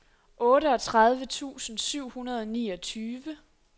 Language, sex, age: Danish, female, 23